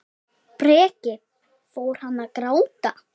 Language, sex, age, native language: Icelandic, female, 7, Icelandic